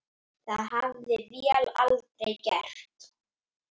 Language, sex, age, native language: Icelandic, female, 8, Icelandic